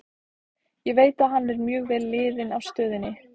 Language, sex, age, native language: Icelandic, female, 14, Icelandic